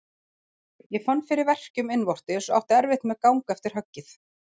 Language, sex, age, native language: Icelandic, female, 40-49, Icelandic